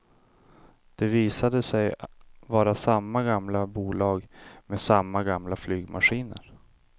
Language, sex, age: Swedish, male, 25